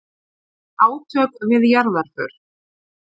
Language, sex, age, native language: Icelandic, female, 30-39, Icelandic